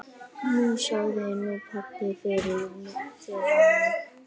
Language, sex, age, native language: Icelandic, female, 9, Icelandic